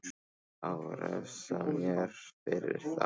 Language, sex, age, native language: Icelandic, male, 15, Icelandic